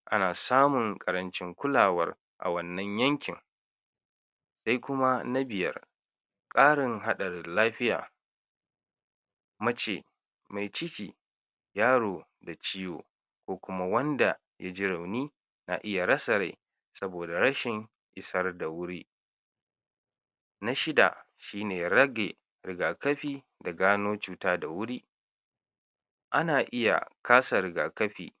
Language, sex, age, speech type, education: Hausa, male, 60+, spontaneous, tertiary